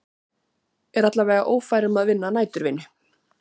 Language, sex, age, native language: Icelandic, female, 40-49, Icelandic